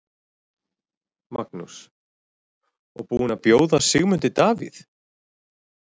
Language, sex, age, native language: Icelandic, male, 40-49, Icelandic